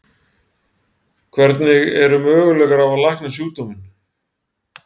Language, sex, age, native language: Icelandic, male, 40-49, Icelandic